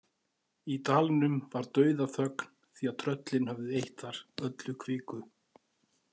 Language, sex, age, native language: Icelandic, male, 40-49, Icelandic